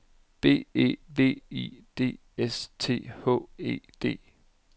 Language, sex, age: Danish, male, 30